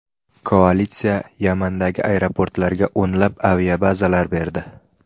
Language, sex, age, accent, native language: Uzbek, male, 18-24, Namangan, Uzbek